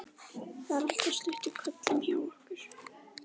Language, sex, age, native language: Icelandic, female, 11, Icelandic